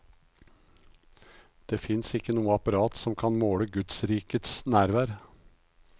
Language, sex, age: Norwegian, male, 56